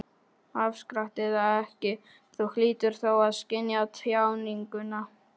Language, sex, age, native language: Icelandic, male, 12, Polish